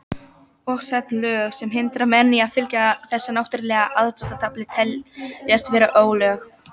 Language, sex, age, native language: Icelandic, female, 18-19, Icelandic